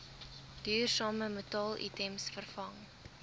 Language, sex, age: Afrikaans, female, 19